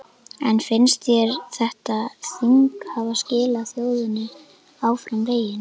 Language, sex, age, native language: Icelandic, female, 11, Icelandic